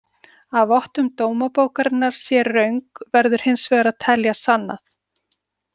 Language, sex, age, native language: Icelandic, female, 40-49, Icelandic